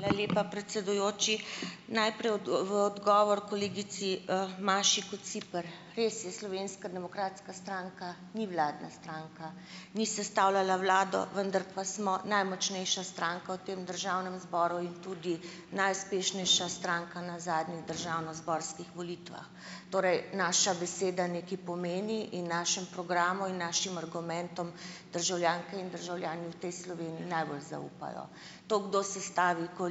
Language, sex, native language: Slovenian, female, Slovenian